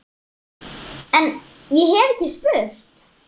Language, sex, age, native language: Icelandic, female, 7, Icelandic